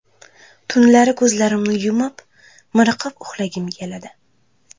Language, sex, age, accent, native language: Uzbek, female, 18-24, Buxoro, Uzbek